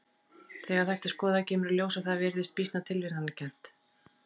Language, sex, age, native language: Icelandic, female, 40-49, Icelandic